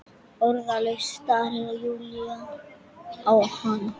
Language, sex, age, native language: Icelandic, male, 10, Icelandic